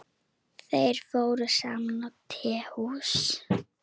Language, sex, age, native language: Icelandic, female, 9, Icelandic